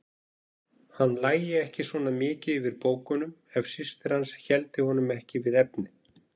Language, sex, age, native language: Icelandic, male, 40-49, Icelandic